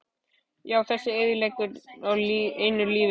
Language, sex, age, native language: Icelandic, male, 12, Icelandic